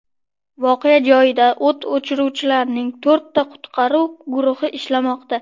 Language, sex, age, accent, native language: Uzbek, male, under 19, Toshkent viloyati, Uzbek